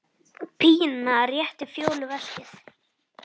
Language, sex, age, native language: Icelandic, male, 10, Icelandic